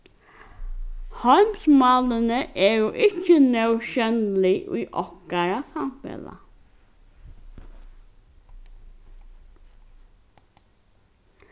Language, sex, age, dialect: Faroese, female, 15-35, Norðurstreymoy/Eysturoy